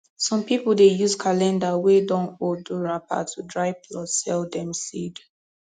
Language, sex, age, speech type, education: Nigerian Pidgin, female, 15-29, spontaneous, tertiary